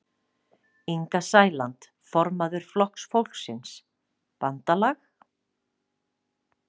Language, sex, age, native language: Icelandic, female, 40-49, Icelandic